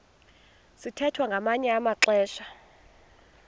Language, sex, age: Xhosa, female, 21